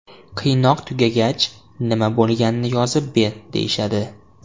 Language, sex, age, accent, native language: Uzbek, male, 18-24, Andijon, Uzbek